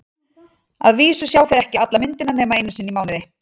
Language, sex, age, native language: Icelandic, female, 40-49, Icelandic